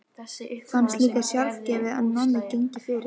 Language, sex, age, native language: Icelandic, female, 12, Icelandic